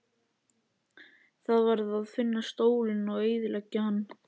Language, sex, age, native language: Icelandic, other, 11, Icelandic